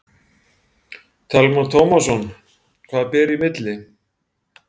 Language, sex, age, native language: Icelandic, male, 40-49, Icelandic